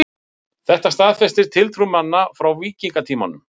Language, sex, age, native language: Icelandic, male, 50-59, Icelandic